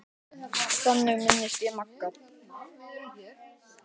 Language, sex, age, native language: Icelandic, male, 10, Icelandic